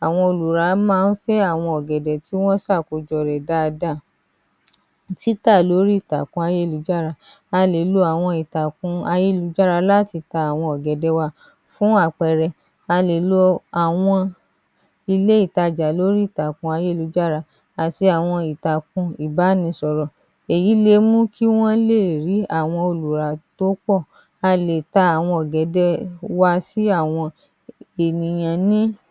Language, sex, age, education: Yoruba, female, 30-45, tertiary